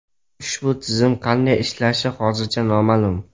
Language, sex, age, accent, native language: Uzbek, male, 12-17, Jizzax, Uzbek